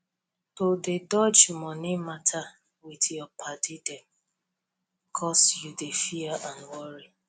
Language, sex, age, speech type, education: Nigerian Pidgin, female, 30-45, spontaneous, tertiary